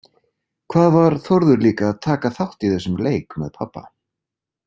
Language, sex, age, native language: Icelandic, male, 40-49, Icelandic